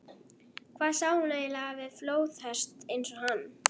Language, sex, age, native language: Icelandic, female, 11, Icelandic